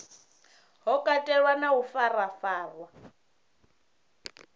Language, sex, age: Venda, female, 34